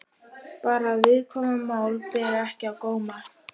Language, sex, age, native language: Icelandic, female, 11, Icelandic